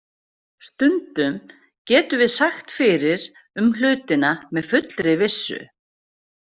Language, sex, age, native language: Icelandic, female, 40-49, Icelandic